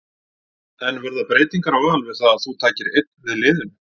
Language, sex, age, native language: Icelandic, male, 40-49, Icelandic